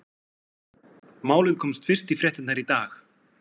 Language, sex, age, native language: Icelandic, male, 40-49, Icelandic